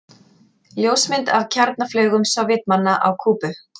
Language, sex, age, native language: Icelandic, female, 40-49, Icelandic